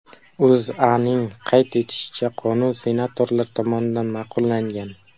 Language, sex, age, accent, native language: Uzbek, male, 12-17, Qashqadaryo, Uzbek